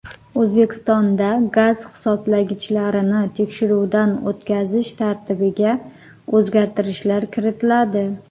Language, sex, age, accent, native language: Uzbek, female, 30-39, Qoraqalpog'iston, Uzbek